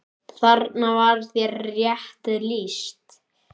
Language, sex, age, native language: Icelandic, male, 10, Icelandic